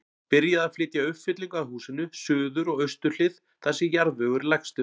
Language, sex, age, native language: Icelandic, male, 40-49, Icelandic